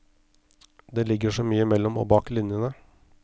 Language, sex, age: Norwegian, male, 34